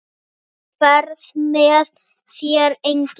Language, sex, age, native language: Icelandic, male, 8, Icelandic